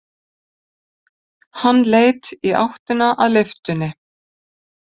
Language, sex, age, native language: Icelandic, female, 50-59, Icelandic